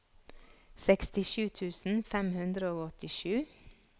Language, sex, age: Norwegian, female, 46